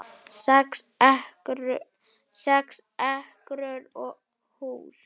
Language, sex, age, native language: Icelandic, male, 8, Icelandic